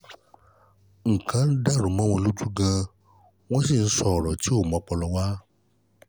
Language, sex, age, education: Yoruba, male, 30-45, tertiary